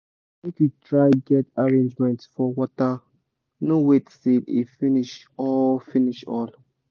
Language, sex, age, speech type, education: Nigerian Pidgin, male, 15-29, spontaneous, tertiary